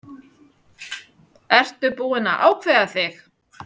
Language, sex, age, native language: Icelandic, male, 9, Icelandic